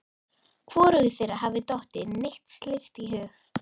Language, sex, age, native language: Icelandic, female, 13, Icelandic